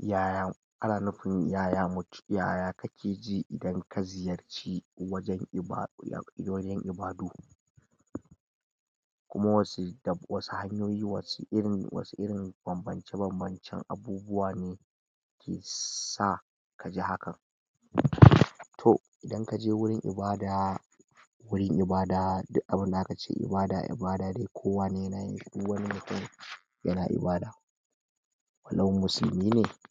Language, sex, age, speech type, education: Hausa, male, 15-29, spontaneous, tertiary